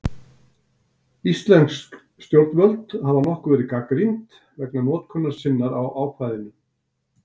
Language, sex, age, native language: Icelandic, male, 60-69, Icelandic